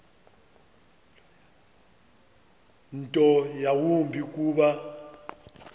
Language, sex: Xhosa, male